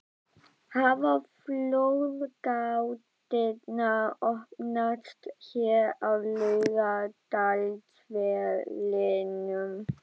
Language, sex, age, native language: Icelandic, female, 12, Icelandic